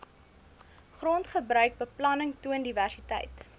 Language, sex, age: Afrikaans, female, 20